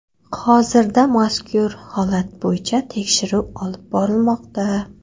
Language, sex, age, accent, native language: Uzbek, female, 18-24, Qoraqalpog'iston, Karakalpak